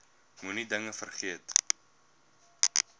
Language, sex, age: Afrikaans, male, 22